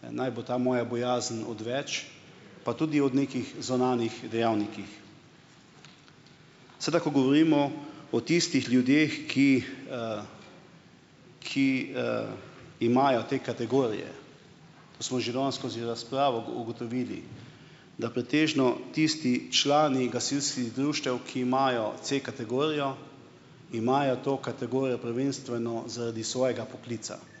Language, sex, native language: Slovenian, male, Slovenian